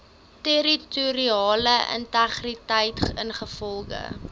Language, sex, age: Afrikaans, female, 20